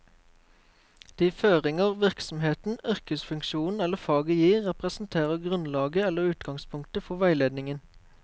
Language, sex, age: Norwegian, male, 23